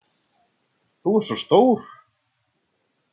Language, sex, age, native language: Icelandic, male, 60-69, Icelandic